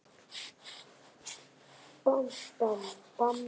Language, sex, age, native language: Icelandic, male, 9, Icelandic